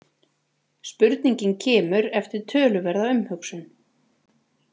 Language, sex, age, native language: Icelandic, female, 40-49, Icelandic